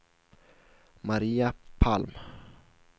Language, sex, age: Swedish, male, 16